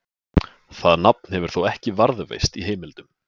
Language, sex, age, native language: Icelandic, male, 20-29, Icelandic